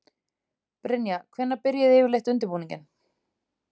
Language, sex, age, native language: Icelandic, female, 30-39, Icelandic